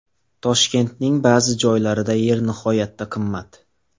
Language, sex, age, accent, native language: Uzbek, male, 18-24, Xorazm, Uzbek